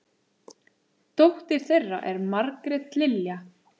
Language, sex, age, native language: Icelandic, male, 8, Icelandic